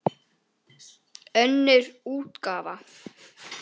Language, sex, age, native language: Icelandic, female, 18-19, Icelandic